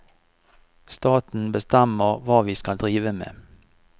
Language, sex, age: Norwegian, male, 49